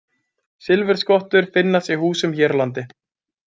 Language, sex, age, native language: Icelandic, male, 20-29, Icelandic